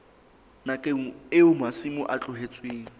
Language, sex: Southern Sotho, male